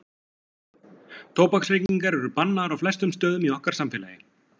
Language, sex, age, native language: Icelandic, male, 40-49, Icelandic